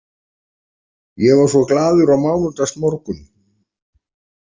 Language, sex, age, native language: Icelandic, male, 40-49, Icelandic